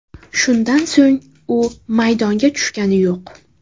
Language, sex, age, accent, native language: Uzbek, female, 18-24, Navoiy, Uzbek